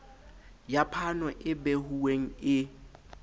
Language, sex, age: Southern Sotho, male, 20